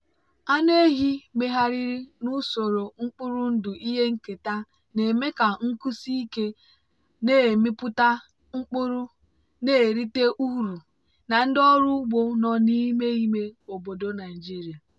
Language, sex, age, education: Igbo, female, 15-29, tertiary